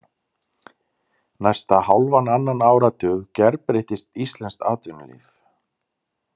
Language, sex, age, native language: Icelandic, male, 30-39, Icelandic